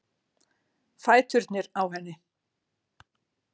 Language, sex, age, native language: Icelandic, female, 60-69, Icelandic